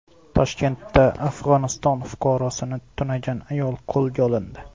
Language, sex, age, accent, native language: Uzbek, male, 18-24, Xorazm, Uzbek